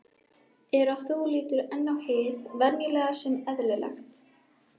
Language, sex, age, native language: Icelandic, female, 12, Icelandic